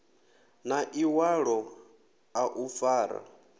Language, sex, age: Venda, male, 23